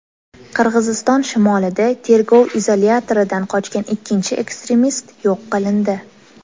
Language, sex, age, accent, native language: Uzbek, female, 18-24, Toshkent shahri, Uzbek